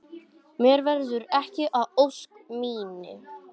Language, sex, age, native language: Icelandic, male, 18-19, English